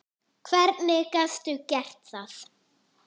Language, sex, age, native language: Icelandic, female, 8, Icelandic